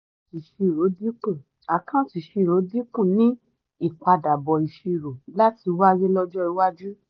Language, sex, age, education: Yoruba, female, 30-45, tertiary